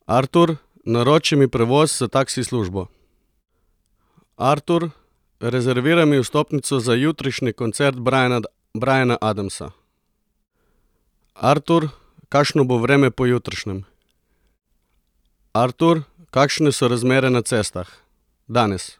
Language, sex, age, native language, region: Slovenian, male, 30-49, Slovenian, Coastal Karst region